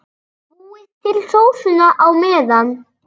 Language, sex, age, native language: Icelandic, female, 7, Icelandic